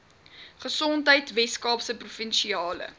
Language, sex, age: Afrikaans, female, 21